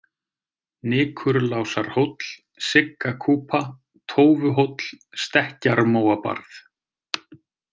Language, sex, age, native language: Icelandic, male, 30-39, Icelandic